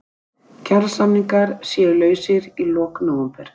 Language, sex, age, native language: Icelandic, female, 60-69, Icelandic